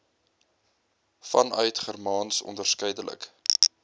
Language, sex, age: Afrikaans, male, 22